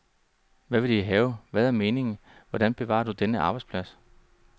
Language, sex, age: Danish, male, 39